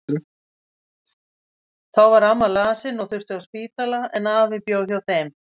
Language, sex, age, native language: Icelandic, female, 60-69, Icelandic